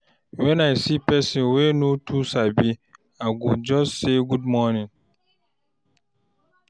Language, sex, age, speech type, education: Nigerian Pidgin, male, 46-60, read, tertiary